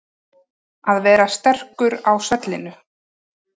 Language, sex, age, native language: Icelandic, female, 30-39, Icelandic